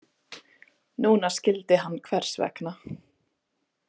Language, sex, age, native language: Icelandic, female, 20-29, Icelandic